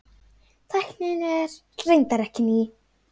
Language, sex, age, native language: Icelandic, female, 9, Icelandic